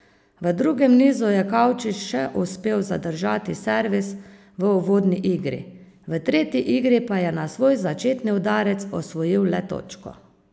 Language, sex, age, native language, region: Slovenian, female, 50-59, Slovenian, Savinja region